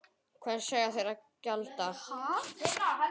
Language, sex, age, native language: Icelandic, male, 10, Icelandic